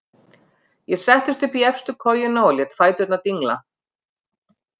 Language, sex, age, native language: Icelandic, female, 50-59, Icelandic